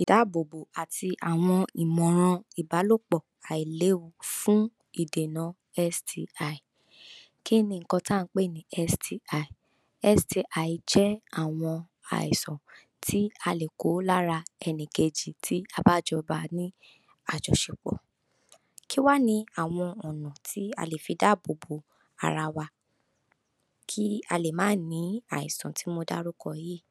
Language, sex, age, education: Yoruba, female, 46-60, tertiary